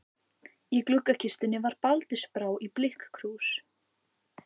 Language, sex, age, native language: Icelandic, female, 14, Icelandic